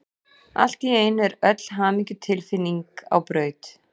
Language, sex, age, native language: Icelandic, female, 40-49, Icelandic